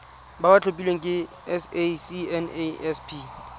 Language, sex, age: Tswana, male, 20